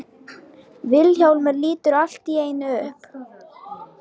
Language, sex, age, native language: Icelandic, female, 18-19, Lithuanian